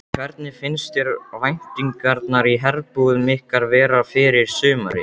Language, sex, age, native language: Icelandic, male, 12, Icelandic